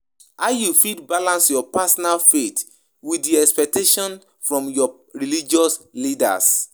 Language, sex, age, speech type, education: Nigerian Pidgin, male, 15-29, spontaneous, tertiary